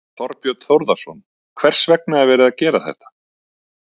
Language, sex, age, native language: Icelandic, male, 30-39, Icelandic